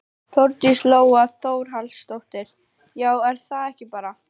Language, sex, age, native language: Icelandic, female, 11, Icelandic